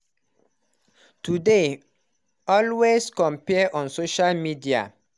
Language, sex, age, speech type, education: Nigerian Pidgin, male, 30-45, spontaneous, tertiary